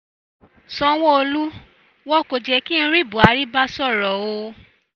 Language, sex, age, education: Yoruba, female, 15-29, tertiary